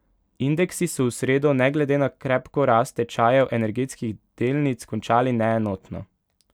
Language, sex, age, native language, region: Slovenian, male, 18-29, Slovenian, Pomurje region